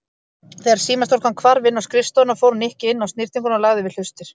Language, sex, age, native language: Icelandic, female, 30-39, Icelandic